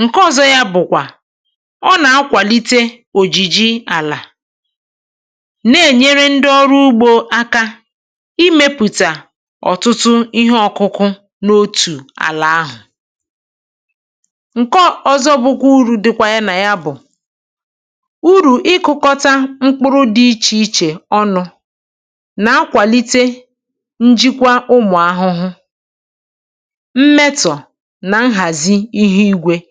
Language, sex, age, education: Igbo, female, 46-60, tertiary